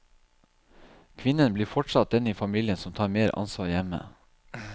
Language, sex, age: Norwegian, male, 37